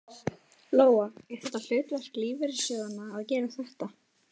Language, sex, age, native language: Icelandic, female, 12, Icelandic